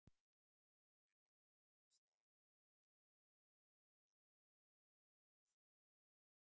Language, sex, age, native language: Icelandic, male, 60-69, Icelandic